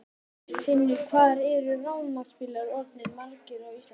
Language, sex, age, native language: Icelandic, male, 12, Icelandic